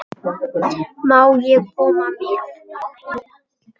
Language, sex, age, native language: Icelandic, male, 8, Icelandic